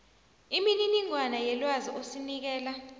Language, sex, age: South Ndebele, female, 29